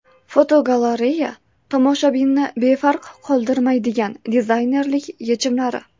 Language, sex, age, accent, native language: Uzbek, female, 18-24, Toshkent viloyati, Uzbek